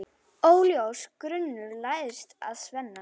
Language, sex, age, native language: Icelandic, female, 9, Icelandic